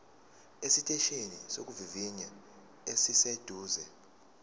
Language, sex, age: Zulu, male, 19